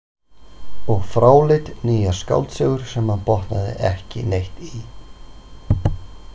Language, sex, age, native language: Icelandic, male, 40-49, Icelandic